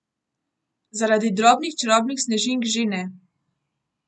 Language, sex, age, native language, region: Slovenian, female, 18-29, Slovenian, Gorenjska region